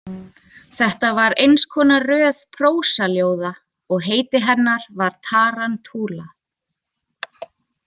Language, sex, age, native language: Icelandic, female, 20-29, Icelandic